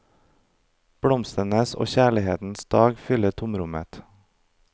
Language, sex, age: Norwegian, male, 32